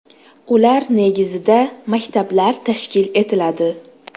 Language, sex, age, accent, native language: Uzbek, female, 19-29, Toshkent shahri, Uzbek